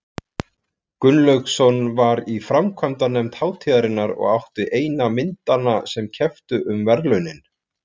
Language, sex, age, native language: Icelandic, male, 40-49, Icelandic